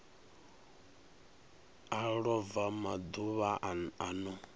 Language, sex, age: Venda, male, 39